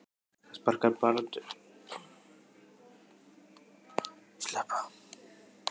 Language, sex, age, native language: Icelandic, male, 15, Icelandic